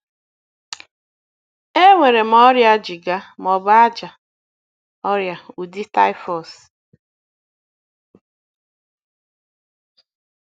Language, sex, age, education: Igbo, female, 30-45, tertiary